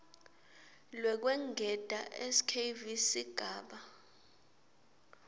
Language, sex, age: Swati, female, 26